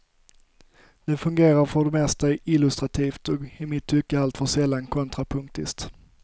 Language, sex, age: Swedish, male, 25